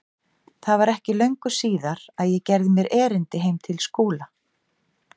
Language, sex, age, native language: Icelandic, female, 50-59, Icelandic